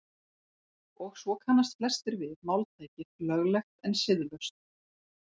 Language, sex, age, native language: Icelandic, female, 40-49, Icelandic